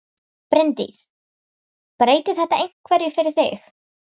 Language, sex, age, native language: Icelandic, female, 18-19, Icelandic